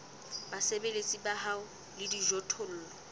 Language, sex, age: Southern Sotho, female, 19